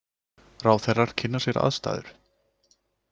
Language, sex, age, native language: Icelandic, male, 20-29, Icelandic